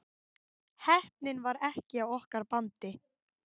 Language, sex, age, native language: Icelandic, female, 18-19, Icelandic